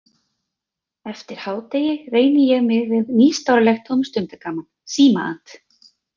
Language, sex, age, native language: Icelandic, female, 30-39, Icelandic